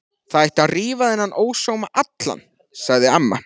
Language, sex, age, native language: Icelandic, male, 14, Icelandic